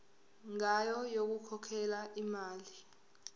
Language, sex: Zulu, female